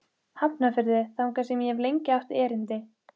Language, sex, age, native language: Icelandic, female, 15, Icelandic